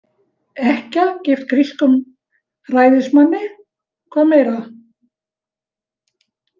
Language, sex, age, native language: Icelandic, female, 70-79, Icelandic